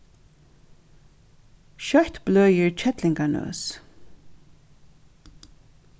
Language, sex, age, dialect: Faroese, female, 36-60, Norðuroyggjar